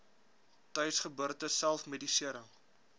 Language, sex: Afrikaans, male